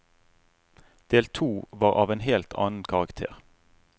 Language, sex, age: Norwegian, male, 35